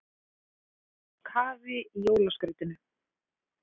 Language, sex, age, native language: Icelandic, female, 20-29, Icelandic